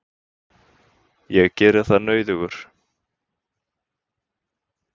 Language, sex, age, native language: Icelandic, male, 20-29, Icelandic